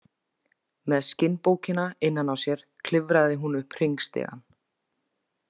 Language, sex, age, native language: Icelandic, female, 20-29, Icelandic